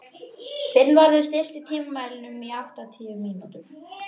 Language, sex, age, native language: Icelandic, female, 11, Icelandic